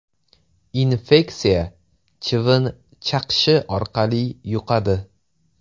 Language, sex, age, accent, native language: Uzbek, male, 18-24, Toshkent viloyati, Uzbek